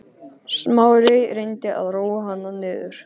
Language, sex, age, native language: Icelandic, male, 15, Icelandic